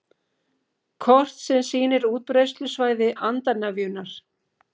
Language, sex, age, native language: Icelandic, female, 50-59, Icelandic